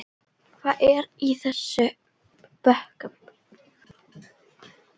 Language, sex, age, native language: Icelandic, female, 10, Icelandic